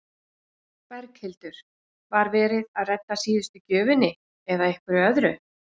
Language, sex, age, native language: Icelandic, female, 40-49, Icelandic